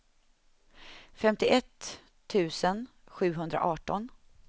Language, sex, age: Swedish, female, 31